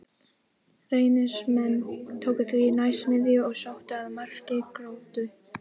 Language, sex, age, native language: Icelandic, female, 18-19, Icelandic